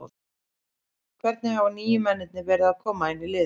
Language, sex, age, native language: Icelandic, female, 30-39, Icelandic